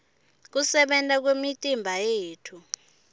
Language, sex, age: Swati, female, 21